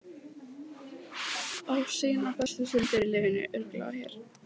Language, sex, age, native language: Icelandic, female, 14, Icelandic